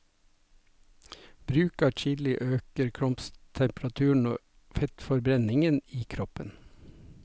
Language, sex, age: Norwegian, male, 57